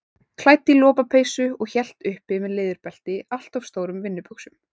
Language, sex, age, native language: Icelandic, female, 18-19, Icelandic